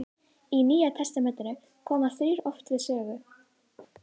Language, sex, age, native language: Icelandic, female, 18-19, Icelandic